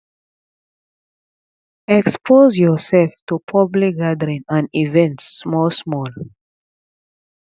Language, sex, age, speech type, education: Nigerian Pidgin, female, 30-45, spontaneous, tertiary